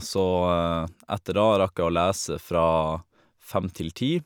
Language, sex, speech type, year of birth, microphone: Norwegian, male, spontaneous, 1987, Shure